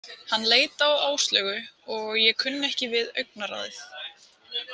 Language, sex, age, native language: Icelandic, female, 18-19, Icelandic